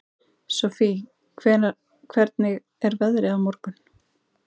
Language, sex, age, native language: Icelandic, female, 30-39, Icelandic